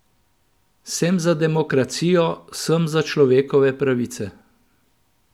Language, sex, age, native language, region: Slovenian, male, 50-59, Slovenian, Central Slovenia